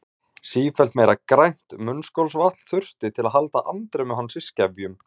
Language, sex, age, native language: Icelandic, male, 40-49, Icelandic